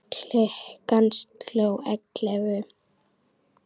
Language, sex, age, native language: Icelandic, female, 10, Icelandic